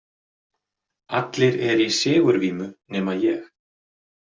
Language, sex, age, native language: Icelandic, male, 40-49, Icelandic